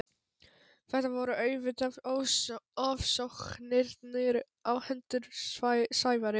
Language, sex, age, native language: Icelandic, male, 12, Polish